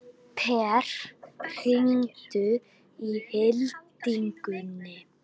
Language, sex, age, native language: Icelandic, female, 12, Icelandic